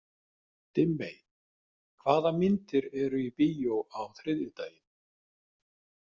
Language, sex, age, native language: Icelandic, male, 50-59, Icelandic